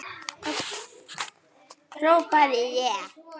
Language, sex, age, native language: Icelandic, female, 9, Icelandic